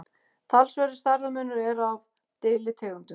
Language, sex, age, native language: Icelandic, female, 50-59, Icelandic